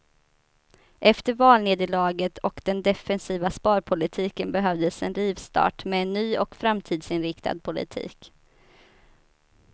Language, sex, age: Swedish, female, 29